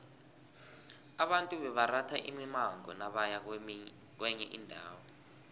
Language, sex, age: South Ndebele, male, 20